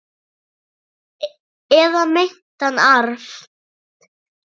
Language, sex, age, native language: Icelandic, male, 8, Icelandic